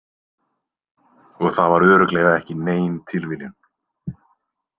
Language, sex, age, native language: Icelandic, male, 20-29, Icelandic